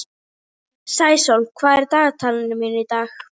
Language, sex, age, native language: Icelandic, female, 18-19, Icelandic